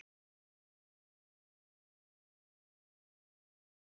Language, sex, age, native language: Icelandic, female, 30-39, Icelandic